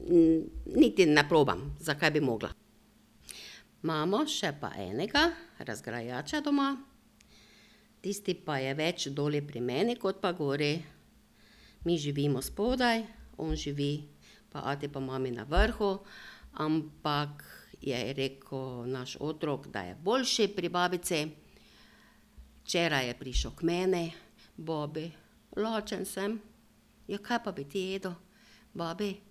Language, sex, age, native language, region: Slovenian, female, 60+, Slovenian, Drava region